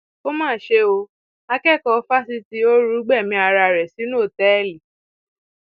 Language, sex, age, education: Yoruba, female, 15-29, tertiary